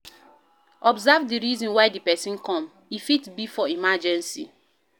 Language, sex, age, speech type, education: Nigerian Pidgin, female, 15-29, read, primary